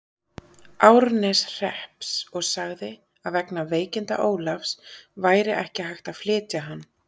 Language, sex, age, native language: Icelandic, female, 30-39, Icelandic